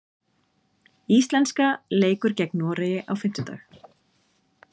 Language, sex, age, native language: Icelandic, female, 30-39, Icelandic